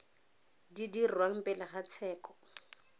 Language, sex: Tswana, female